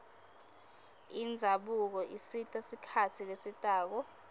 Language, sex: Swati, female